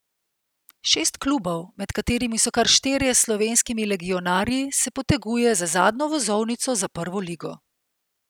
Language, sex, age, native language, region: Slovenian, female, 50-59, Slovenian, Central Slovenia